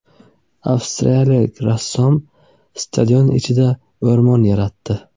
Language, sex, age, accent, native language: Uzbek, male, 18-24, Buxoro, Uzbek